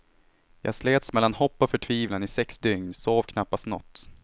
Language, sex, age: Swedish, male, 18